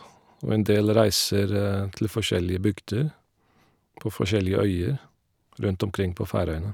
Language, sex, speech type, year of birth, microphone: Norwegian, male, spontaneous, 1972, Shure